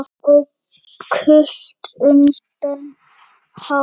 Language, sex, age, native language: Icelandic, female, 8, Icelandic